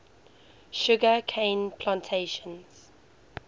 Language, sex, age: English, female, 19